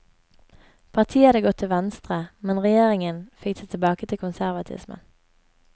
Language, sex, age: Norwegian, female, 24